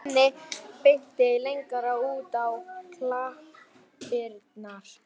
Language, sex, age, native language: Icelandic, male, 11, Icelandic